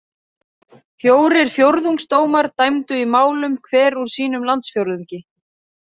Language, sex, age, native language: Icelandic, female, 30-39, Icelandic